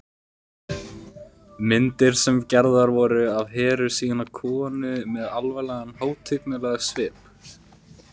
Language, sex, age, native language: Icelandic, male, 18-19, Icelandic